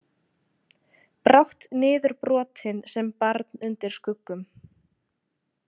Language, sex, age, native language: Icelandic, female, 20-29, Icelandic